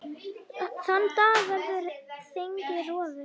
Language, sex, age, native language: Icelandic, female, 9, Icelandic